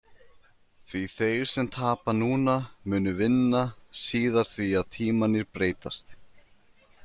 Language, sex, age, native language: Icelandic, male, 20-29, Icelandic